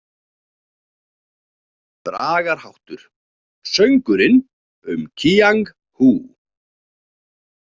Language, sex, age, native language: Icelandic, male, 40-49, Icelandic